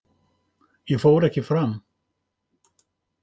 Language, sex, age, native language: Icelandic, male, 50-59, Icelandic